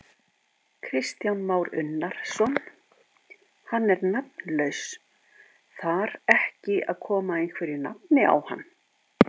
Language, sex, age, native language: Icelandic, female, 50-59, Icelandic